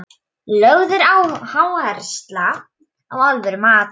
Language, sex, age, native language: Icelandic, female, 12, Polish